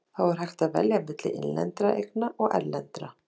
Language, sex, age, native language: Icelandic, female, 30-39, Icelandic